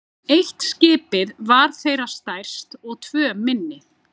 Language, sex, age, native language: Icelandic, female, 30-39, Icelandic